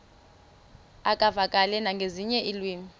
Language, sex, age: Xhosa, female, 33